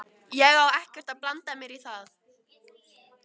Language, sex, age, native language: Icelandic, female, 12, Icelandic